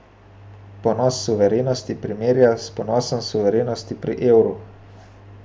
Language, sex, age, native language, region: Slovenian, male, 18-29, Slovenian, Central Slovenia